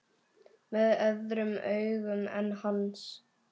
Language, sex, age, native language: Icelandic, female, 10, Icelandic